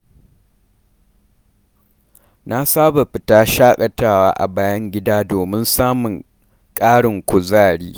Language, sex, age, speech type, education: Hausa, male, 15-29, read, primary